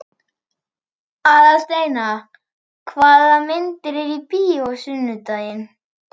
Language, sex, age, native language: Icelandic, male, 11, Icelandic